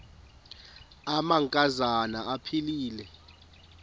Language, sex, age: Xhosa, female, 28